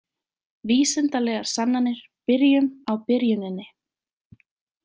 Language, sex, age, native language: Icelandic, female, 20-29, Icelandic